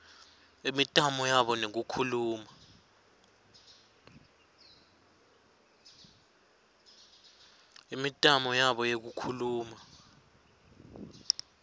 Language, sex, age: Swati, male, 21